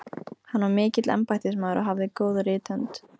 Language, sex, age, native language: Icelandic, female, 15, Icelandic